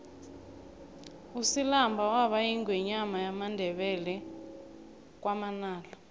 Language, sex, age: South Ndebele, female, 21